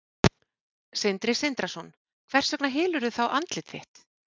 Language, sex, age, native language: Icelandic, female, 40-49, Icelandic